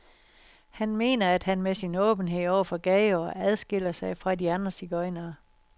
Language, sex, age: Danish, female, 60